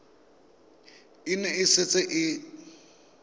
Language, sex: Tswana, male